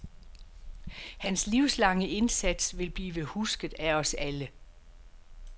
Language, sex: Danish, female